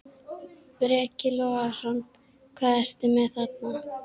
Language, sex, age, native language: Icelandic, female, 12, Icelandic